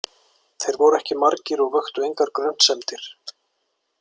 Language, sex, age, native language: Icelandic, male, 40-49, Icelandic